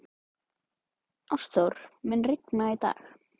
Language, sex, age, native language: Icelandic, male, 12, Icelandic